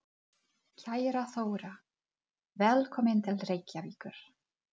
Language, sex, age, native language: Icelandic, female, 40-49, Czech